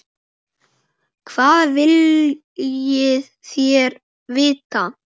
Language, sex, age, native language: Icelandic, male, 8, Icelandic